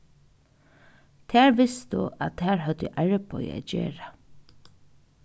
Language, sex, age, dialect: Faroese, female, 15-35, Norðuroyggjar